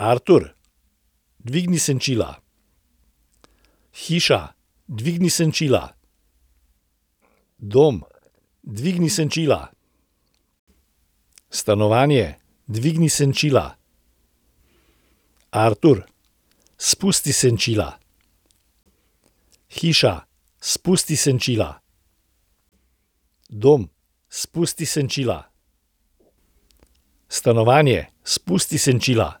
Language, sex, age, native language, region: Slovenian, male, 60+, Slovenian, Central Slovenia